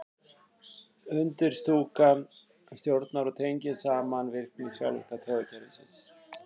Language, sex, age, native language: Icelandic, male, 50-59, Icelandic